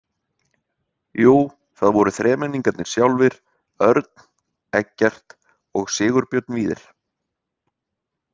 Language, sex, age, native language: Icelandic, male, 30-39, Icelandic